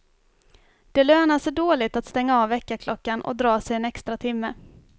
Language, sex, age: Swedish, female, 24